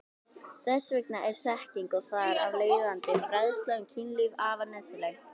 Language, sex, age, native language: Icelandic, female, 18-19, Icelandic